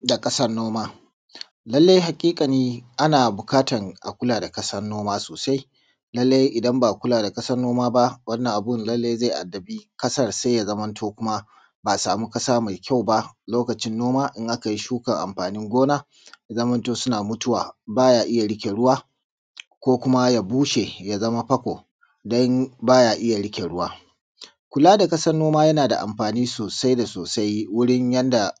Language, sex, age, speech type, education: Hausa, male, 30-45, spontaneous, tertiary